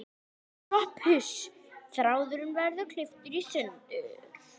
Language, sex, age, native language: Icelandic, female, 11, Icelandic